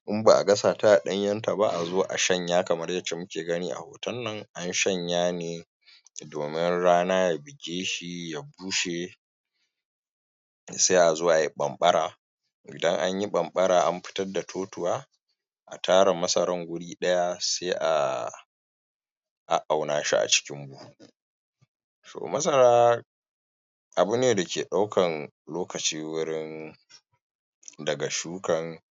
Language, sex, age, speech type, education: Hausa, male, 15-29, spontaneous, tertiary